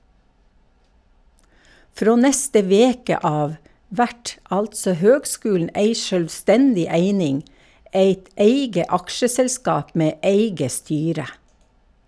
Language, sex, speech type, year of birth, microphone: Norwegian, female, read, 1952, Shure